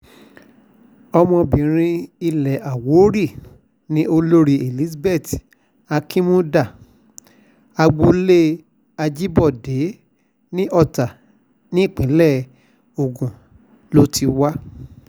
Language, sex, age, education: Yoruba, male, 46-60, tertiary